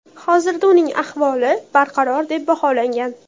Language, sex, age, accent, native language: Uzbek, female, under 19, Toshkent shahri, Uzbek